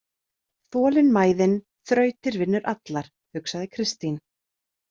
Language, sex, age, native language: Icelandic, female, 30-39, Icelandic